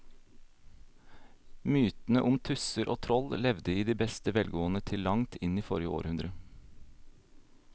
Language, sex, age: Norwegian, male, 26